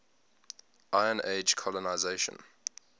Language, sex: English, male